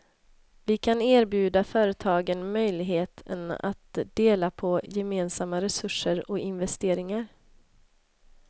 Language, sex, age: Swedish, female, 26